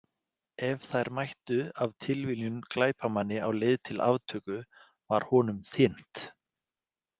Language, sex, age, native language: Icelandic, male, 40-49, Icelandic